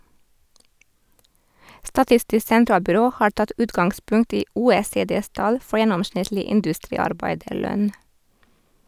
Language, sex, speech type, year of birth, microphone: Norwegian, female, read, 1991, Sennheiser